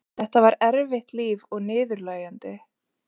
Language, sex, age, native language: Icelandic, female, 20-29, Icelandic